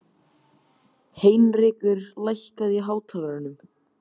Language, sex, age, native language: Icelandic, male, 13, Icelandic